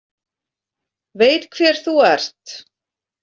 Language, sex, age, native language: Icelandic, female, 40-49, Icelandic